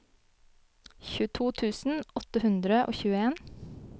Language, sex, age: Norwegian, female, 25